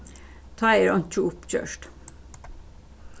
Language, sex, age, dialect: Faroese, female, 36-60, Suðurstreymoy